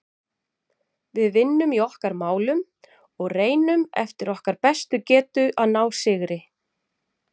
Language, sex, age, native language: Icelandic, female, 40-49, Icelandic